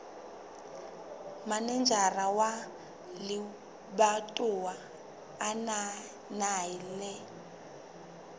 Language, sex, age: Southern Sotho, female, 23